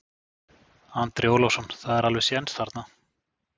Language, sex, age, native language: Icelandic, male, 40-49, Icelandic